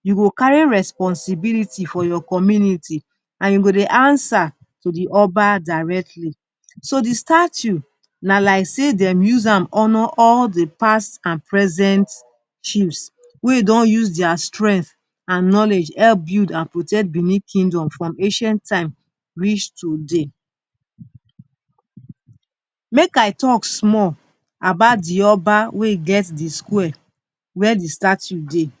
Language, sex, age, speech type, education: Nigerian Pidgin, female, 46-60, spontaneous, tertiary